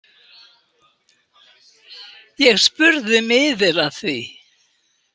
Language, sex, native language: Icelandic, female, Icelandic